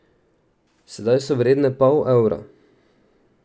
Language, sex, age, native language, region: Slovenian, male, 18-29, Slovenian, Drava region